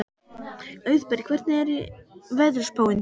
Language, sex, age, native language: Icelandic, male, 12, Icelandic